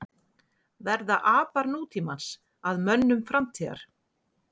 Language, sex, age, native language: Icelandic, female, 40-49, Icelandic